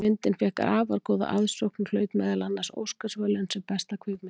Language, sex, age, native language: Icelandic, female, 40-49, Icelandic